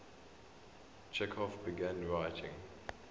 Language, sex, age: English, male, 23